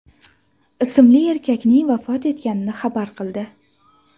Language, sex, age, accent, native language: Uzbek, female, 18-24, Farg'ona, Uzbek